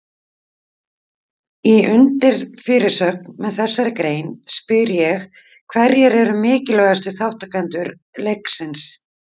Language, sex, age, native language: Icelandic, female, 50-59, Icelandic